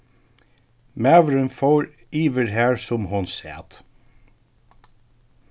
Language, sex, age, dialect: Faroese, male, 36-60, Suðurstreymoy